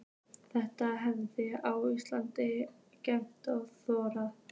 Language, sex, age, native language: Icelandic, female, 15, Icelandic